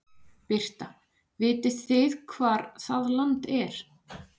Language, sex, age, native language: Icelandic, female, 40-49, Icelandic